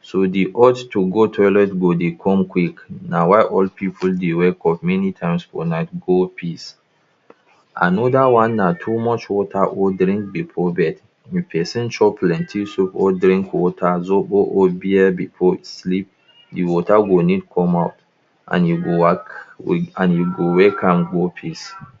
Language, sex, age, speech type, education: Nigerian Pidgin, male, 30-45, spontaneous, tertiary